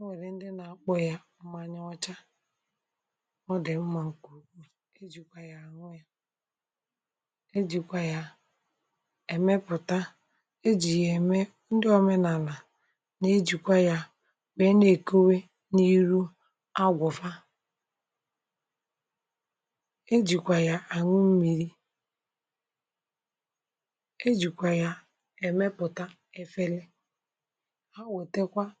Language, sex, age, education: Igbo, male, 30-45, tertiary